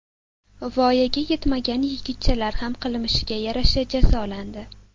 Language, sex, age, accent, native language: Uzbek, female, 18-24, Sirdaryo, Uzbek